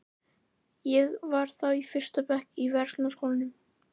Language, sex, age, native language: Icelandic, female, 11, Icelandic